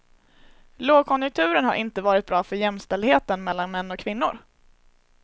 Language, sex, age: Swedish, female, 21